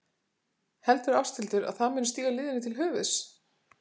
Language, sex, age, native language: Icelandic, female, 40-49, Icelandic